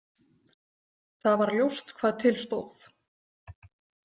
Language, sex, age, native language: Icelandic, female, 40-49, Icelandic